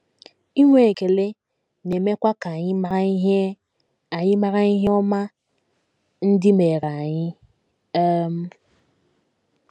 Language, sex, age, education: Igbo, female, 15-29, tertiary